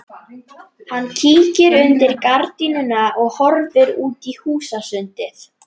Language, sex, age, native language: Icelandic, female, 11, Icelandic